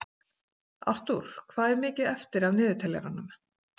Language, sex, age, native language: Icelandic, female, 40-49, Icelandic